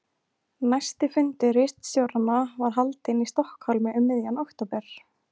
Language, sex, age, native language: Icelandic, female, 20-29, Icelandic